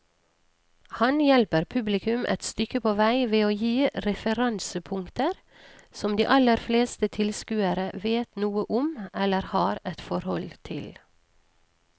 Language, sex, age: Norwegian, female, 39